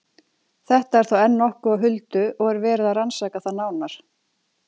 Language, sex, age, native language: Icelandic, female, 40-49, Icelandic